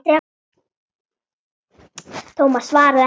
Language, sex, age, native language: Icelandic, female, 8, Icelandic